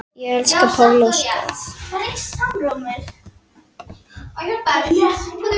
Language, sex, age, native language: Icelandic, female, 9, Icelandic